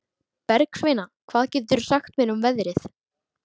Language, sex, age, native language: Icelandic, female, 13, Icelandic